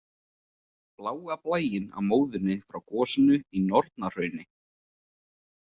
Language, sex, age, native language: Icelandic, male, 20-29, Icelandic